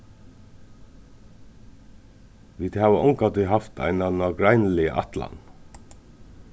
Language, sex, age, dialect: Faroese, male, 36-60, Suðurstreymoy